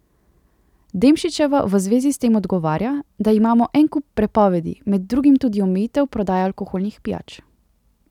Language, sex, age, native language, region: Slovenian, female, 18-29, Slovenian, Central Slovenia